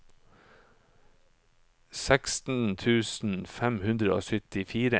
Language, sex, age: Norwegian, male, 44